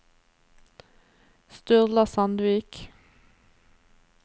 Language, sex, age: Norwegian, female, 27